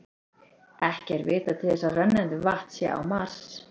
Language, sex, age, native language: Icelandic, female, 30-39, Icelandic